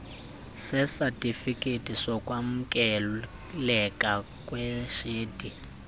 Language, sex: Xhosa, male